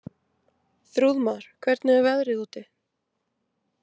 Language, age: Icelandic, 20-29